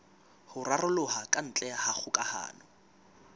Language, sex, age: Southern Sotho, male, 19